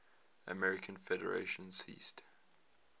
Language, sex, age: English, male, 22